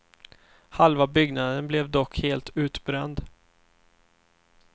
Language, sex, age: Swedish, male, 24